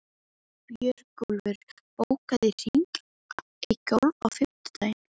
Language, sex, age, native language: Icelandic, female, 11, Icelandic